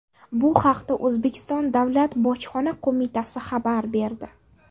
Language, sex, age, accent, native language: Uzbek, female, 18-24, Navoiy, Uzbek